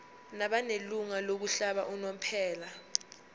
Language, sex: Zulu, female